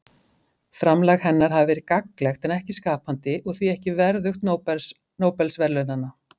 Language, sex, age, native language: Icelandic, female, 50-59, Icelandic